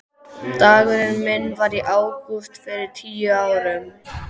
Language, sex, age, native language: Icelandic, male, 12, Icelandic